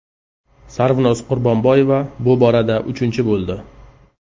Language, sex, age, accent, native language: Uzbek, male, 35+, Qashqadaryo, Uzbek